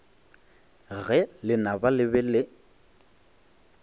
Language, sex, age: Northern Sotho, male, 21